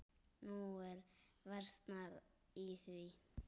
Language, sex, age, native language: Icelandic, male, 9, Icelandic